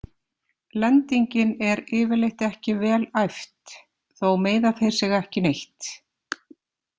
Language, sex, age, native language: Icelandic, female, 50-59, Icelandic